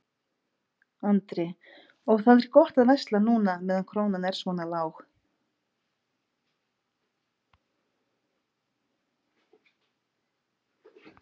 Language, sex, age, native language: Icelandic, female, 50-59, Icelandic